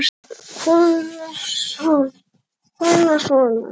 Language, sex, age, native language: Icelandic, male, 8, Icelandic